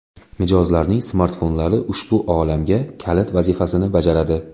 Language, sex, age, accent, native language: Uzbek, male, 18-24, Toshkent viloyati, Uzbek